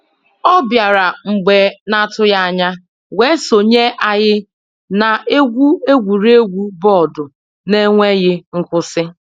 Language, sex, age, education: Igbo, female, 30-45, tertiary